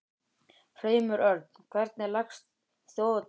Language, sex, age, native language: Icelandic, male, 11, Icelandic